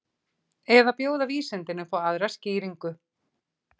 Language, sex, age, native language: Icelandic, female, 40-49, Icelandic